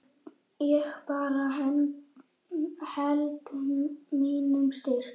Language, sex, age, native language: Icelandic, male, 9, Icelandic